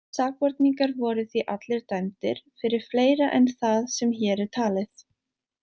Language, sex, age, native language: Icelandic, female, 18-19, Icelandic